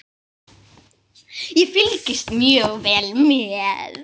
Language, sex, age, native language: Icelandic, female, 9, Icelandic